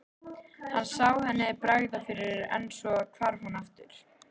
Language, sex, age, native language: Icelandic, female, 13, Icelandic